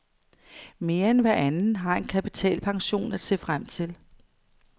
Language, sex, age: Danish, female, 55